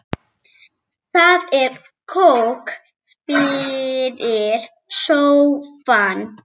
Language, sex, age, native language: Icelandic, female, 7, Icelandic